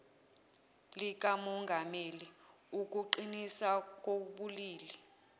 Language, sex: Zulu, female